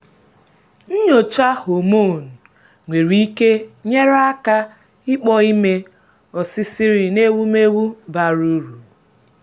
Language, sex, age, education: Igbo, female, 15-29, tertiary